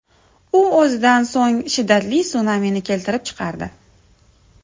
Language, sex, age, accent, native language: Uzbek, female, 30-39, Samarqand, Uzbek